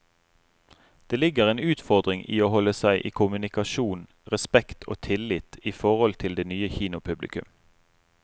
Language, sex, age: Norwegian, male, 35